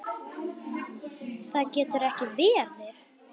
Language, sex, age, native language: Icelandic, female, 9, Icelandic